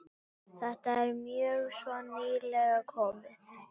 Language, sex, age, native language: Icelandic, female, 18-19, Icelandic